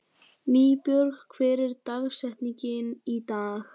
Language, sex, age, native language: Icelandic, male, 18-19, Icelandic